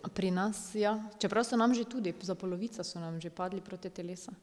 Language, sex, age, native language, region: Slovenian, female, 30-49, Slovenian, Drava region